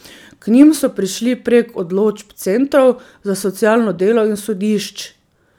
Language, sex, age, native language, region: Slovenian, female, 30-49, Slovenian, Drava region